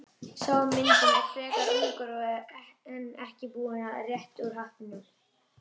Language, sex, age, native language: Icelandic, female, 30-39, Icelandic